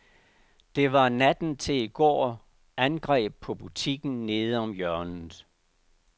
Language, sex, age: Danish, male, 69